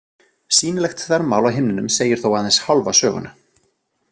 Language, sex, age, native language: Icelandic, other, 40-49, Icelandic